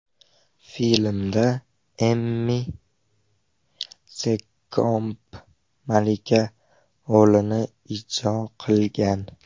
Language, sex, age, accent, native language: Uzbek, male, 12-17, Farg'ona, Uzbek